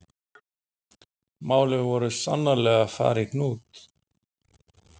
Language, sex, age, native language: Icelandic, male, 40-49, Icelandic